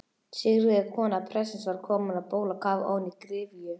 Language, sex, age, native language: Icelandic, female, 11, Icelandic